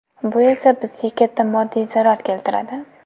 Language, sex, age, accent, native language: Uzbek, female, 18-24, Toshkent viloyati, Uzbek